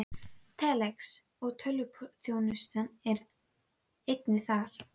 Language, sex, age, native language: Icelandic, female, 12, Icelandic